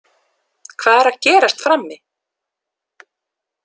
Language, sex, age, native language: Icelandic, female, 30-39, English